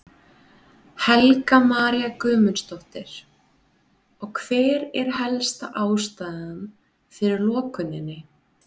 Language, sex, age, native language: Icelandic, female, 30-39, Icelandic